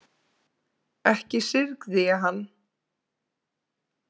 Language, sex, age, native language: Icelandic, female, 20-29, Icelandic